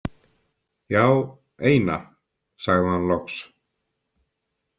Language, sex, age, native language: Icelandic, male, 50-59, Icelandic